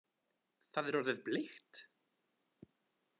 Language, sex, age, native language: Icelandic, male, 20-29, Icelandic